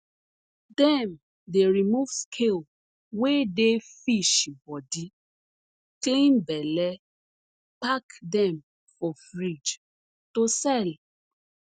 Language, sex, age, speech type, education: Nigerian Pidgin, female, 30-45, spontaneous, tertiary